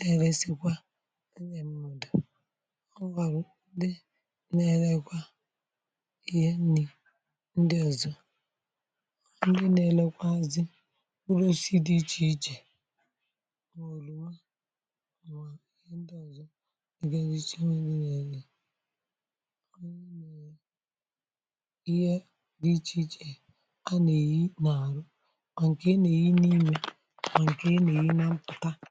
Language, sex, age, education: Igbo, male, 30-45, tertiary